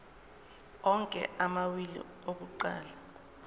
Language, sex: Zulu, female